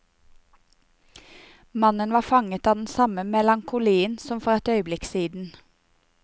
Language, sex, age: Norwegian, female, 28